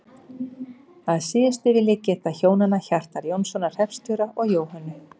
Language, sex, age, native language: Icelandic, female, 50-59, Icelandic